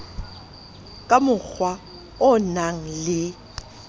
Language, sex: Southern Sotho, female